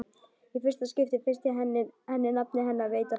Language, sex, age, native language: Icelandic, female, 12, Icelandic